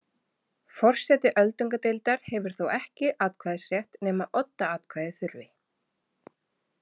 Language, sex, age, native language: Icelandic, female, 30-39, Icelandic